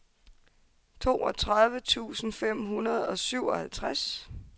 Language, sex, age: Danish, female, 22